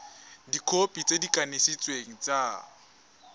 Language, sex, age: Tswana, male, 20